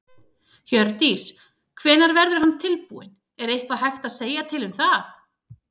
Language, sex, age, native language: Icelandic, female, 30-39, Icelandic